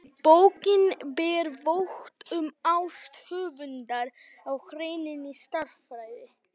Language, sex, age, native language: Icelandic, male, 18-19, Icelandic